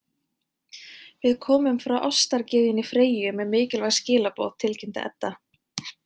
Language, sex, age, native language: Icelandic, female, 20-29, Icelandic